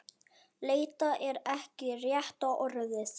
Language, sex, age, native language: Icelandic, male, 10, Icelandic